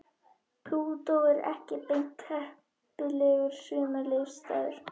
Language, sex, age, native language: Icelandic, female, 21, Icelandic